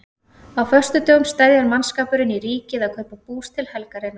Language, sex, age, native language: Icelandic, female, 30-39, Icelandic